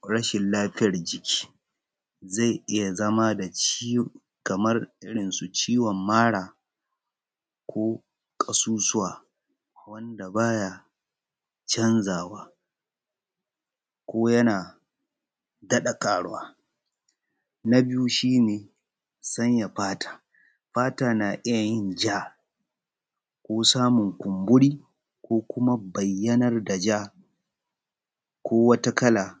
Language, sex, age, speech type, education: Hausa, male, 30-45, spontaneous, tertiary